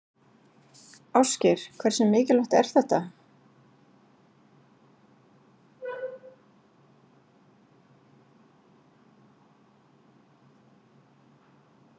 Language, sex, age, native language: Icelandic, female, 40-49, Icelandic